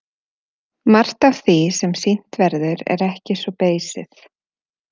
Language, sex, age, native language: Icelandic, female, 40-49, Icelandic